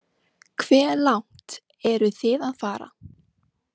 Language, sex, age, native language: Icelandic, female, 18-19, Icelandic